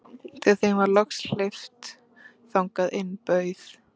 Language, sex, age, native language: Icelandic, female, 13, Icelandic